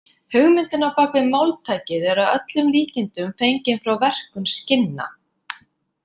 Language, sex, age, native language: Icelandic, female, 50-59, Icelandic